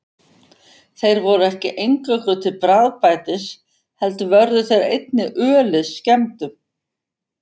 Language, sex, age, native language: Icelandic, female, 50-59, Icelandic